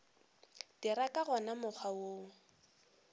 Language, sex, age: Northern Sotho, female, 18